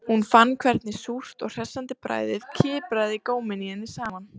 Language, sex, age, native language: Icelandic, female, 30-39, Icelandic